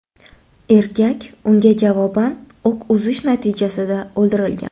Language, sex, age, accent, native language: Uzbek, female, 25-34, Toshkent shahri, Uzbek